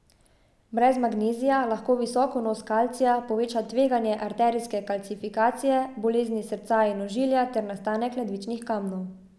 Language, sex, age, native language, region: Slovenian, female, 18-29, Slovenian, Savinja region